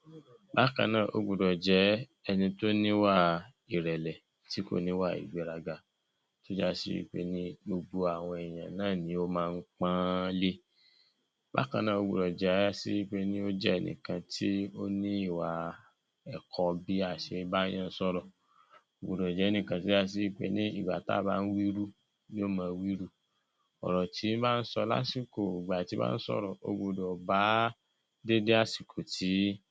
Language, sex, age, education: Yoruba, female, 46-60, secondary